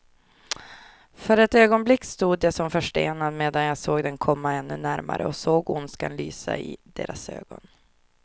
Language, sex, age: Swedish, female, 24